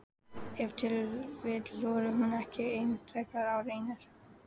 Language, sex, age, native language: Icelandic, female, 14, Icelandic